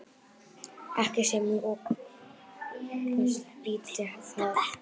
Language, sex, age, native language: Icelandic, female, 9, Icelandic